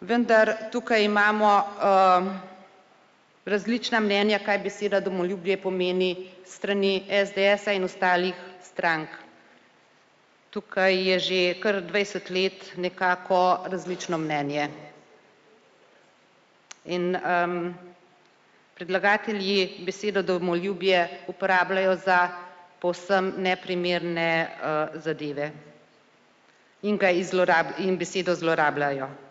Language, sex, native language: Slovenian, female, Slovenian